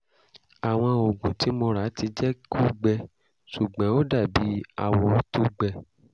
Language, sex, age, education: Yoruba, male, 30-45, tertiary